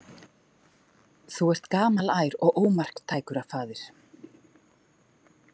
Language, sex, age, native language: Icelandic, female, 40-49, Icelandic